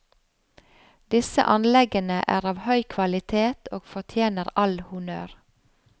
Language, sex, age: Norwegian, female, 45